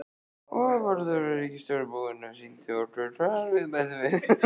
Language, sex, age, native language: Icelandic, male, 14, Icelandic